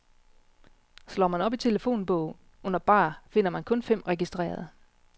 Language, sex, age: Danish, female, 36